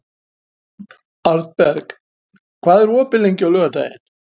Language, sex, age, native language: Icelandic, male, 70-79, Icelandic